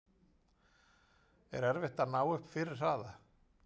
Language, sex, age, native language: Icelandic, male, 40-49, Icelandic